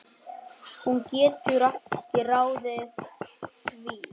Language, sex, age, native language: Icelandic, male, 10, Vietnamese